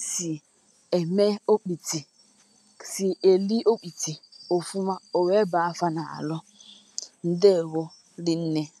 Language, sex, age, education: Igbo, female, 15-29, tertiary